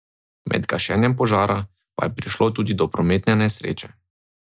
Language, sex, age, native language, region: Slovenian, male, 18-29, Slovenian, Drava region